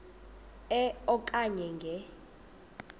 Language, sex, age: Xhosa, female, 26